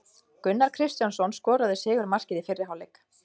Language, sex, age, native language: Icelandic, female, 20-29, Icelandic